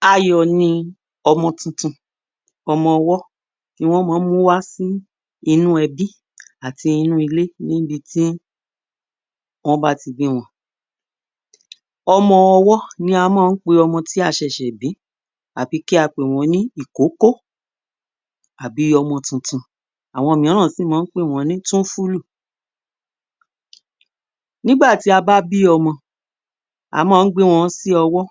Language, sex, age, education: Yoruba, female, 46-60, tertiary